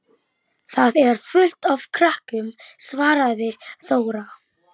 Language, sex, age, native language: Icelandic, male, 11, Icelandic